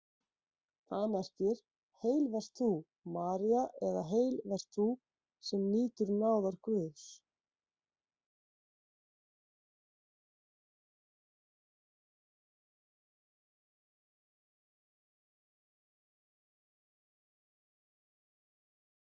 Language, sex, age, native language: Icelandic, female, 40-49, Icelandic